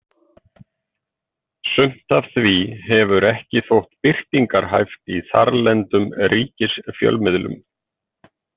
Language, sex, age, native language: Icelandic, male, 50-59, Icelandic